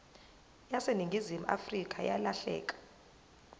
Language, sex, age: Zulu, female, 22